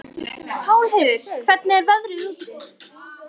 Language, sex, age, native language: Icelandic, female, 18-19, Icelandic